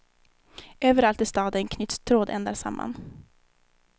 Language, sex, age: Swedish, female, 19